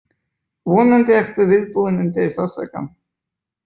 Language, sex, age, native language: Icelandic, male, 20-29, Icelandic